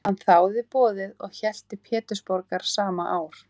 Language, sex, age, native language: Icelandic, female, 18-19, Icelandic